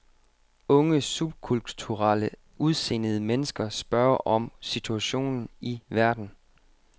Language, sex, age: Danish, male, 25